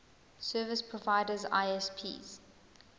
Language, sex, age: English, female, 20